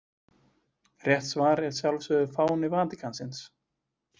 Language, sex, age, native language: Icelandic, male, 20-29, Icelandic